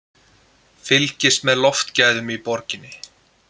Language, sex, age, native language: Icelandic, male, 20-29, Icelandic